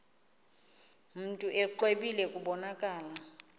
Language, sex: Xhosa, female